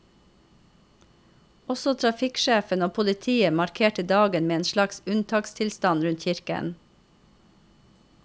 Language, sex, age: Norwegian, female, 45